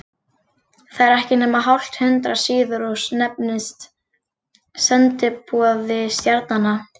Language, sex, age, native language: Icelandic, female, 40-49, Icelandic